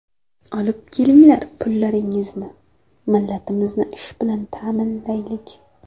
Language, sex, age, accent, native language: Uzbek, female, 18-24, Jizzax, Uzbek